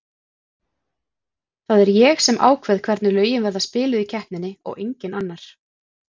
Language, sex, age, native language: Icelandic, female, 40-49, Icelandic